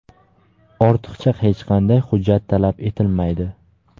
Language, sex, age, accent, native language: Uzbek, male, 19-29, Farg'ona, Uzbek